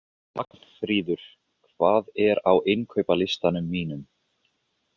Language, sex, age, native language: Icelandic, male, 20-29, Icelandic